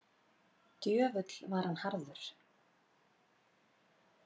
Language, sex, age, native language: Icelandic, female, 40-49, Icelandic